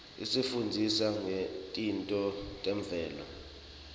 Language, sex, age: Swati, male, 24